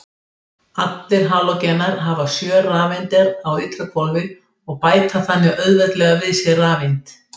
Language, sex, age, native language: Icelandic, female, 60-69, Icelandic